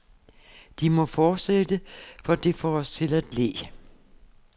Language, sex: Danish, female